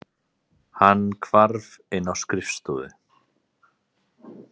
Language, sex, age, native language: Icelandic, male, 30-39, Icelandic